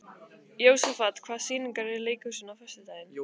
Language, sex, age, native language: Icelandic, female, 15, Icelandic